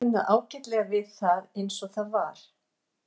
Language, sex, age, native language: Icelandic, female, 60-69, Icelandic